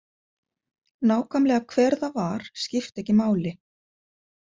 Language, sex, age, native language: Icelandic, female, 50-59, Icelandic